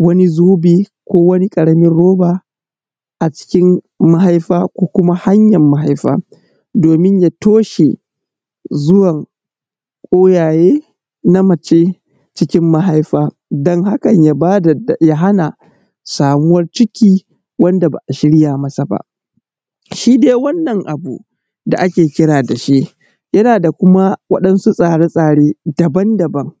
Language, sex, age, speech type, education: Hausa, male, 30-45, spontaneous, primary